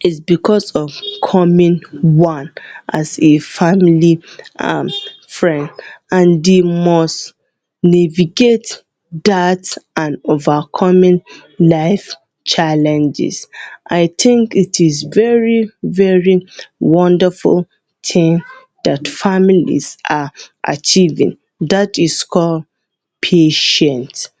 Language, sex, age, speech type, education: Hausa, female, 30-45, spontaneous, tertiary